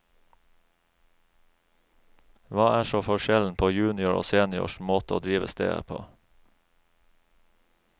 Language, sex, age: Norwegian, male, 36